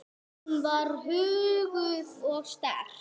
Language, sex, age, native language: Icelandic, female, 6, Icelandic